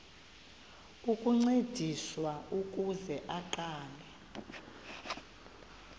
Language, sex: Xhosa, female